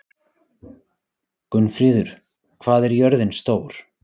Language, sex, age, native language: Icelandic, male, 30-39, Icelandic